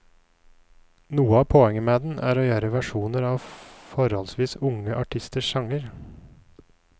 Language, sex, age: Norwegian, male, 29